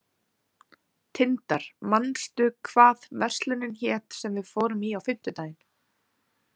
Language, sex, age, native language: Icelandic, female, 30-39, Icelandic